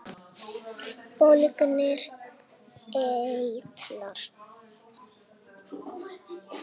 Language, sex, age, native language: Icelandic, female, 8, Icelandic